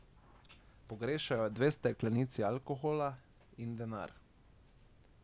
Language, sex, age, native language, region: Slovenian, male, 18-29, Slovenian, Drava region